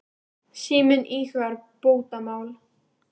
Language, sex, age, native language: Icelandic, female, 18-19, Icelandic